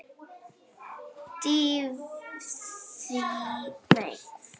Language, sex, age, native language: Icelandic, female, 9, Icelandic